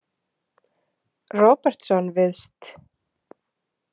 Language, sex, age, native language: Icelandic, female, 30-39, Icelandic